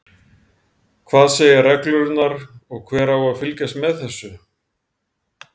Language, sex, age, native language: Icelandic, male, 40-49, Icelandic